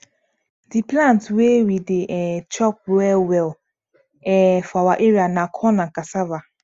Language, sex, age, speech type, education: Nigerian Pidgin, female, 15-29, spontaneous, tertiary